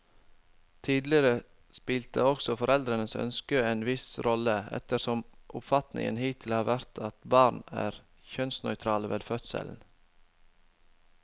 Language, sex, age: Norwegian, male, 25